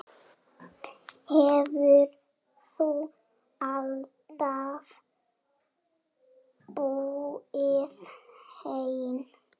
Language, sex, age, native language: Icelandic, female, 7, Icelandic